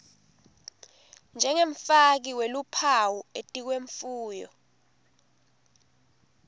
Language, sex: Swati, female